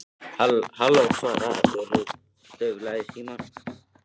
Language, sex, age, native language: Icelandic, male, 13, Icelandic